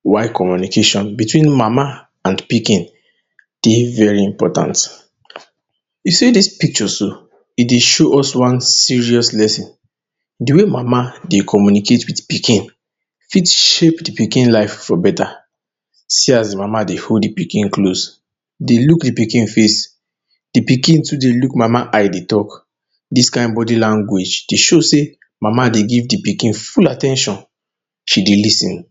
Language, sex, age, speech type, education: Nigerian Pidgin, male, 30-45, spontaneous, tertiary